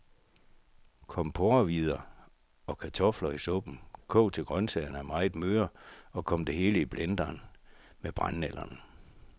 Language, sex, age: Danish, male, 64